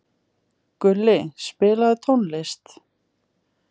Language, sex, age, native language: Icelandic, female, 20-29, Icelandic